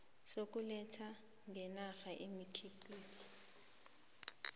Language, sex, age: South Ndebele, female, 23